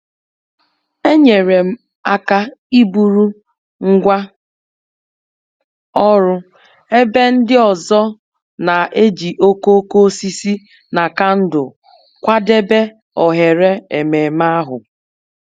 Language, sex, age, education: Igbo, female, 30-45, tertiary